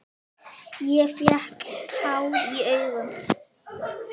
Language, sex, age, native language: Icelandic, female, 9, Icelandic